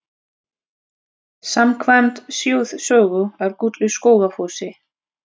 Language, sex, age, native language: Icelandic, female, 30-39, Russian